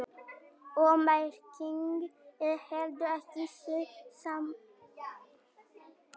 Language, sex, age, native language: Icelandic, male, 18-19, Icelandic